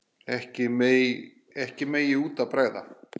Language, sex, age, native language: Icelandic, female, 10, Icelandic